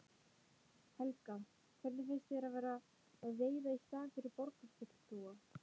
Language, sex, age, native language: Icelandic, female, 18-19, Icelandic